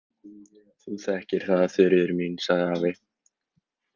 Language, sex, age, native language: Icelandic, male, 18-19, Icelandic